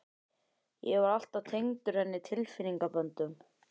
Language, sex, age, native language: Icelandic, male, 11, Icelandic